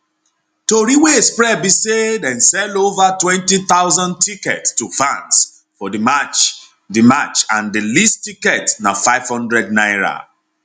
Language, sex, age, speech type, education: Nigerian Pidgin, male, 30-45, spontaneous, tertiary